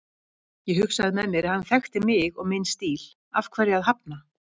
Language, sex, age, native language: Icelandic, female, 50-59, Icelandic